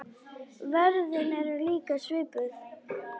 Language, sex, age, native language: Icelandic, other, 10, Icelandic